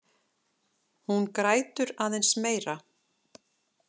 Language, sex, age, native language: Icelandic, female, 40-49, Icelandic